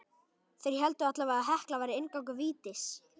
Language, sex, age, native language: Icelandic, male, 11, Icelandic